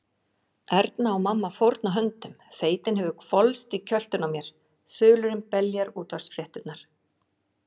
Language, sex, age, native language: Icelandic, female, 40-49, Icelandic